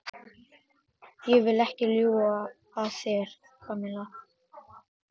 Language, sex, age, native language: Icelandic, male, 13, Icelandic